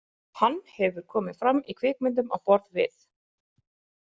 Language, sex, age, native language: Icelandic, female, 30-39, Icelandic